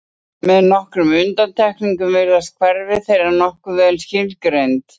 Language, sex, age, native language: Icelandic, female, 60-69, Icelandic